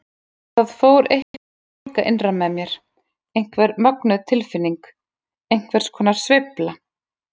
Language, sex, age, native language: Icelandic, female, 40-49, Icelandic